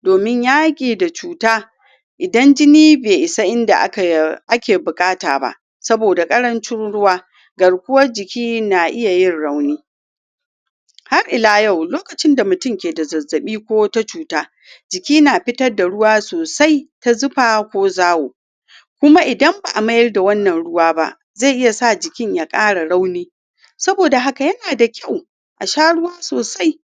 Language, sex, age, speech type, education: Hausa, female, 46-60, spontaneous, tertiary